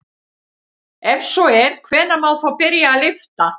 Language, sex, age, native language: Icelandic, female, 50-59, Icelandic